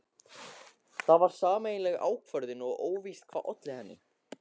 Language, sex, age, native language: Icelandic, male, 14, Icelandic